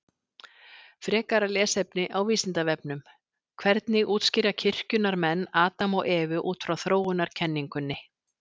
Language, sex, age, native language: Icelandic, female, 60-69, Icelandic